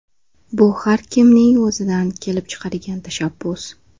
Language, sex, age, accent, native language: Uzbek, female, 25-34, Toshkent shahri, Uzbek